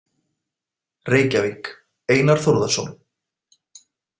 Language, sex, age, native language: Icelandic, male, 40-49, Icelandic